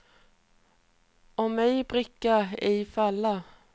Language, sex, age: Swedish, female, 28